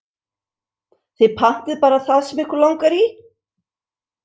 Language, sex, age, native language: Icelandic, female, 60-69, English